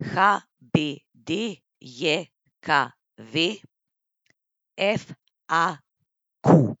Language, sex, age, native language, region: Slovenian, female, 30-49, Slovenian, Central Slovenia